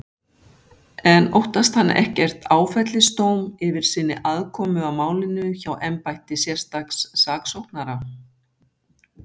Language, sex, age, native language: Icelandic, female, 60-69, Icelandic